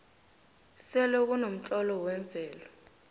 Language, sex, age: South Ndebele, female, 18